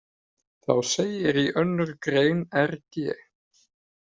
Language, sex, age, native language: Icelandic, male, 30-39, Icelandic